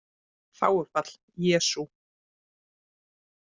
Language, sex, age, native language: Icelandic, female, 30-39, Icelandic